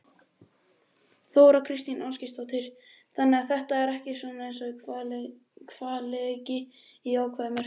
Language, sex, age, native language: Icelandic, male, 18-19, Icelandic